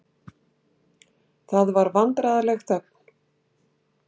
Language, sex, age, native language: Icelandic, female, 60-69, Icelandic